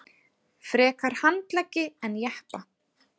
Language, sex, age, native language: Icelandic, female, 30-39, Icelandic